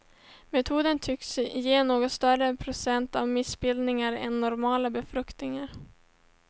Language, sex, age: Swedish, female, 17